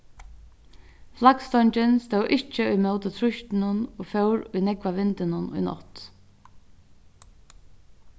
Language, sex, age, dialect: Faroese, female, 36-60, Norðurstreymoy/Eysturoy